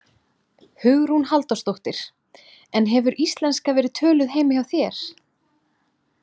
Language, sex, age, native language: Icelandic, female, 30-39, Icelandic